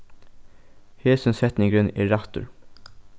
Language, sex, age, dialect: Faroese, male, 15-35, Norðurstreymoy/Eysturoy